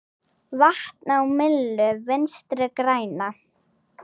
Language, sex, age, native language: Icelandic, female, 9, Icelandic